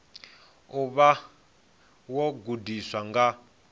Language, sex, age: Venda, male, 26